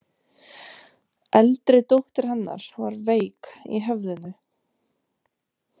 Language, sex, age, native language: Icelandic, female, 30-39, Romanian